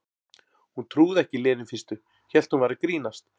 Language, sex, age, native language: Icelandic, male, 40-49, Icelandic